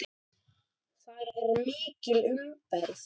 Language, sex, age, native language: Icelandic, male, 10, Icelandic